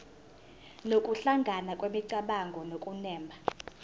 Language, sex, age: Zulu, female, 19